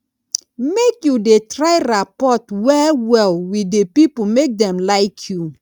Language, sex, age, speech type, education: Nigerian Pidgin, female, 30-45, spontaneous, tertiary